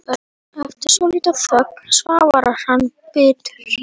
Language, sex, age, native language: Icelandic, male, 18-19, Polish